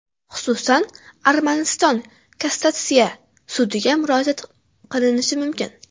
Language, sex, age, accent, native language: Uzbek, female, 12-17, Farg'ona, Uzbek